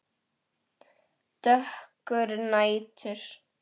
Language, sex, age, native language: Icelandic, female, 10, Icelandic